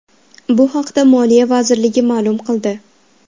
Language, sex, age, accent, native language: Uzbek, female, 12-17, Farg'ona, Uzbek